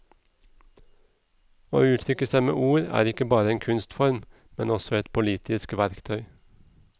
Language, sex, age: Norwegian, male, 37